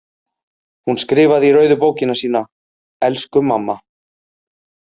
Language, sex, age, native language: Icelandic, male, 30-39, Icelandic